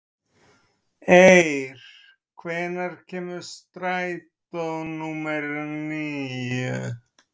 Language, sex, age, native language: Icelandic, male, 30-39, Icelandic